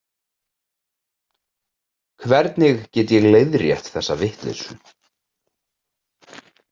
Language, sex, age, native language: Icelandic, male, 30-39, Icelandic